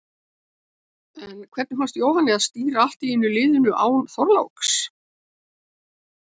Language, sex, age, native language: Icelandic, female, 70-79, Icelandic